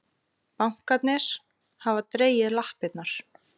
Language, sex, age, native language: Icelandic, female, 30-39, Icelandic